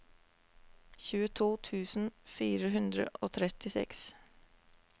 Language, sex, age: Norwegian, female, 24